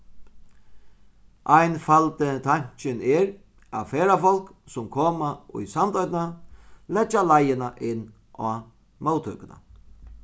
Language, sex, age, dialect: Faroese, male, 36-60, Sandoy